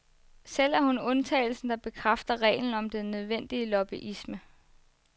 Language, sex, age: Danish, female, 24